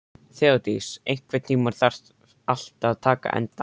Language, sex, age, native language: Icelandic, male, 13, Icelandic